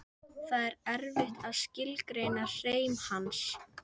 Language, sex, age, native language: Icelandic, female, 11, Icelandic